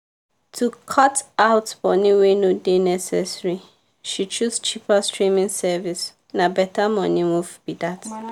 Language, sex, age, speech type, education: Nigerian Pidgin, female, 15-29, spontaneous, tertiary